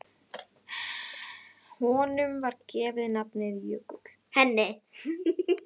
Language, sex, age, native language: Icelandic, female, 10, Icelandic